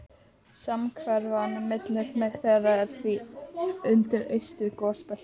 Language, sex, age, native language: Icelandic, other, 12, Icelandic